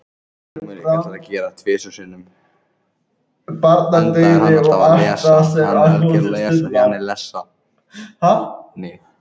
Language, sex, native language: Icelandic, other, Icelandic